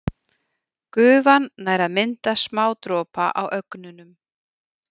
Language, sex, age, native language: Icelandic, female, 40-49, Icelandic